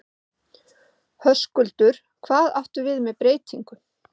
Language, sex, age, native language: Icelandic, female, 50-59, Icelandic